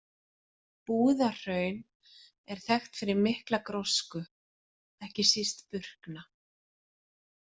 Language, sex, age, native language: Icelandic, female, 40-49, Icelandic